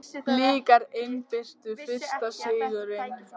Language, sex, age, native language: Icelandic, male, 18-19, Icelandic